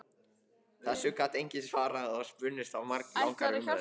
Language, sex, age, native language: Icelandic, male, 15, Icelandic